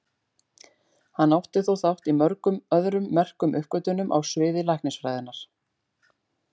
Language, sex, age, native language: Icelandic, female, 40-49, Icelandic